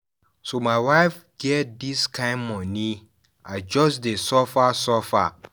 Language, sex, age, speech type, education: Nigerian Pidgin, male, 15-29, read, tertiary